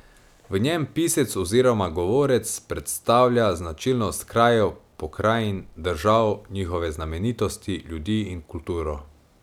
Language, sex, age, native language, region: Slovenian, male, 18-29, Slovenian, Savinja region